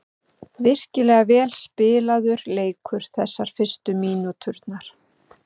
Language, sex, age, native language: Icelandic, female, 50-59, Icelandic